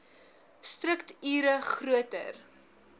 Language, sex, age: Afrikaans, female, 19